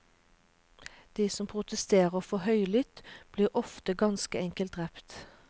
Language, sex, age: Norwegian, female, 36